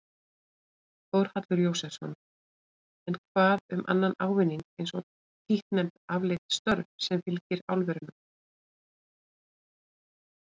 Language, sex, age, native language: Icelandic, female, 40-49, Icelandic